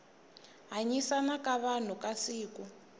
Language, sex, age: Tsonga, female, 19